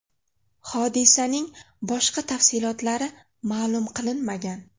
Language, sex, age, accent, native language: Uzbek, female, 18-24, Navoiy, Uzbek